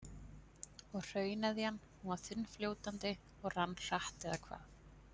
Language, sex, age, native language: Icelandic, female, 20-29, Icelandic